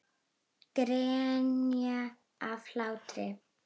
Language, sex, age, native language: Icelandic, female, 9, Icelandic